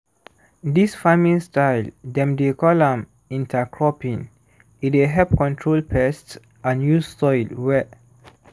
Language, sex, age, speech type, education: Nigerian Pidgin, male, 15-29, spontaneous, secondary